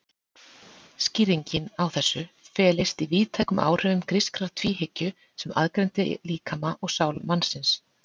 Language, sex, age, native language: Icelandic, female, 40-49, Icelandic